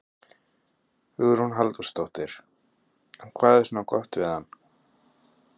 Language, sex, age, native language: Icelandic, male, 30-39, Icelandic